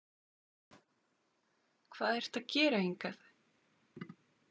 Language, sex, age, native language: Icelandic, female, 40-49, Icelandic